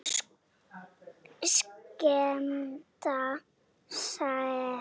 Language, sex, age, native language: Icelandic, male, 7, Icelandic